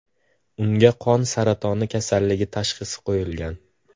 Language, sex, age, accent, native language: Uzbek, male, under 19, Farg'ona, Uzbek